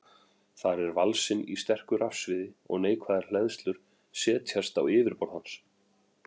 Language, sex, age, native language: Icelandic, male, 40-49, Icelandic